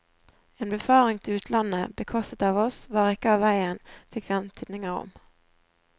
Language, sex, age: Norwegian, female, 20